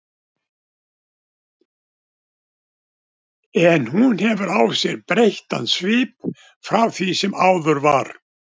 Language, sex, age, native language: Icelandic, male, 70-79, Icelandic